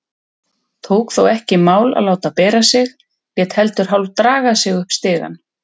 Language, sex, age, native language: Icelandic, female, 30-39, Icelandic